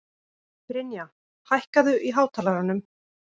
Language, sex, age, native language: Icelandic, female, 30-39, Icelandic